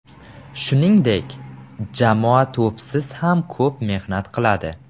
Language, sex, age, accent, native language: Uzbek, male, 12-17, Samarqand, Uzbek